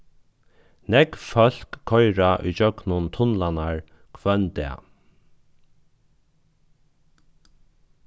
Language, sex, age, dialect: Faroese, male, 36-60, Norðuroyggjar